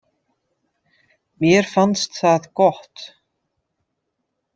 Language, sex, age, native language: Icelandic, female, 50-59, Dutch